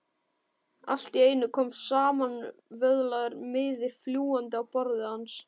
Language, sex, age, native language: Icelandic, male, 12, Icelandic